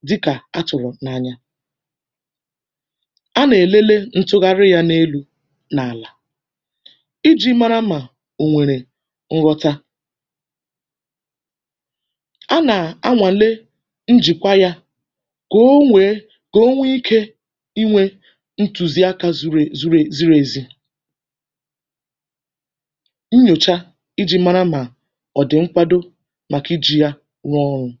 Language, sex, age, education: Igbo, female, 15-29, tertiary